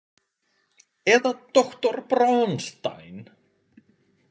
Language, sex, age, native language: Icelandic, male, 20-29, Icelandic